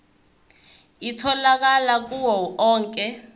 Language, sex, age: Zulu, female, 21